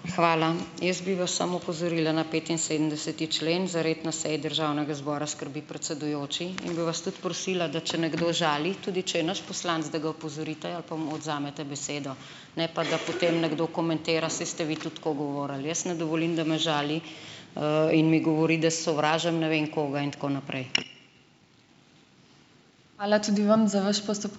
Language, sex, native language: Slovenian, female, Slovenian